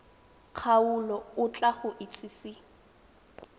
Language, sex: Tswana, female